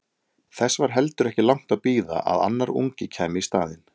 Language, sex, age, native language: Icelandic, male, 30-39, Icelandic